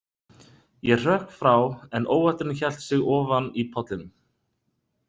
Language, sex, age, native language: Icelandic, male, 30-39, Icelandic